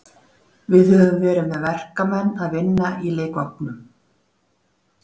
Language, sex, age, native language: Icelandic, female, 40-49, Icelandic